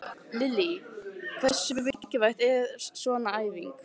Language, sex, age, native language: Icelandic, female, 15, Icelandic